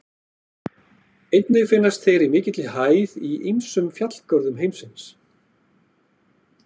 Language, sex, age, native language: Icelandic, male, 40-49, Icelandic